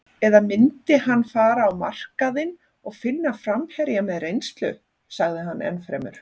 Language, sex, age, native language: Icelandic, female, 40-49, Icelandic